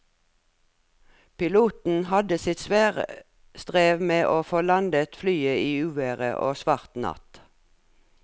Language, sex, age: Norwegian, female, 57